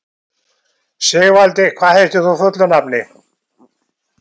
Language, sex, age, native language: Icelandic, male, 70-79, Icelandic